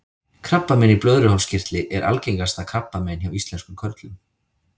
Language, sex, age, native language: Icelandic, male, 30-39, Icelandic